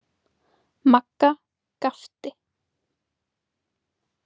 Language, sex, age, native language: Icelandic, female, 20-29, Icelandic